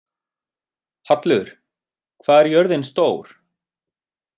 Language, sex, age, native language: Icelandic, male, 30-39, Icelandic